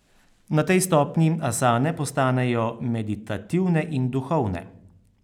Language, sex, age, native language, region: Slovenian, male, 30-49, Slovenian, Carinthia region